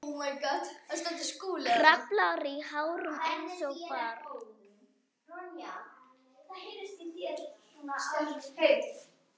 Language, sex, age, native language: Icelandic, female, 7, Icelandic